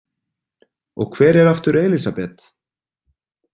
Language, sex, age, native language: Icelandic, male, 30-39, Icelandic